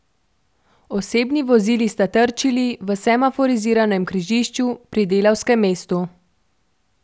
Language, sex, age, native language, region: Slovenian, female, 12-17, Slovenian, Central Slovenia